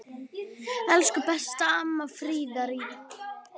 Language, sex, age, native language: Icelandic, female, 9, Icelandic